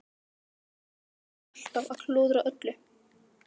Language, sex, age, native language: Icelandic, female, 13, Icelandic